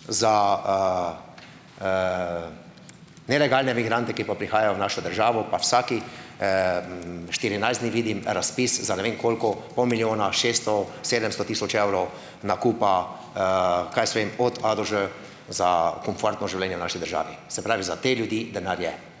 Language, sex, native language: Slovenian, male, Slovenian